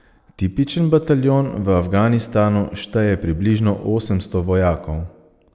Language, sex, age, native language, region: Slovenian, male, 30-49, Slovenian, Savinja region